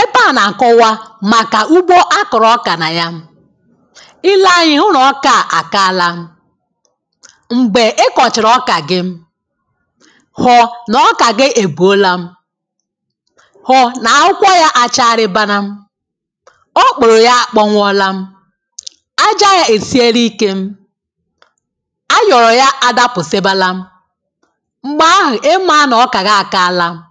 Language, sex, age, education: Igbo, female, 30-45, tertiary